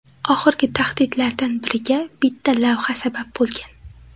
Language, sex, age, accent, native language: Uzbek, female, 18-24, Xorazm, Uzbek